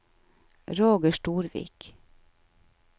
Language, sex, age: Norwegian, female, 49